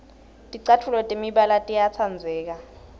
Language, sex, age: Swati, female, 21